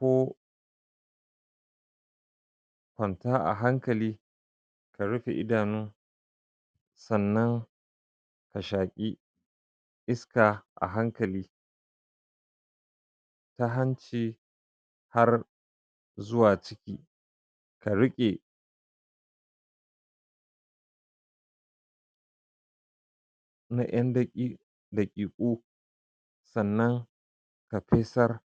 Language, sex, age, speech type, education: Hausa, male, 46-60, spontaneous, tertiary